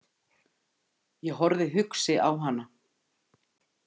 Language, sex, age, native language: Icelandic, female, 50-59, Icelandic